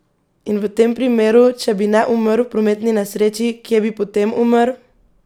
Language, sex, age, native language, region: Slovenian, female, 18-29, Slovenian, Pomurje region